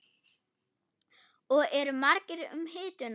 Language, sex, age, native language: Icelandic, female, 8, German